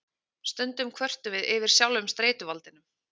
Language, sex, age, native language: Icelandic, female, 30-39, Icelandic